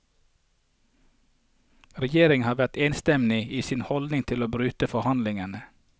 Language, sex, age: Norwegian, male, 48